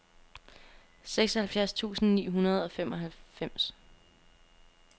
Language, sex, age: Danish, female, 27